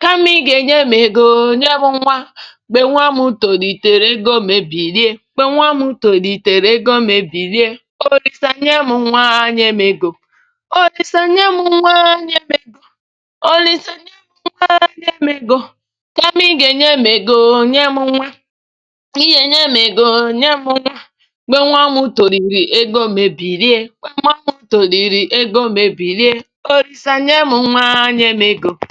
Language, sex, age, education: Igbo, female, 30-45, tertiary